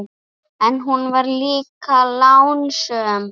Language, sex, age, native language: Icelandic, female, 8, Icelandic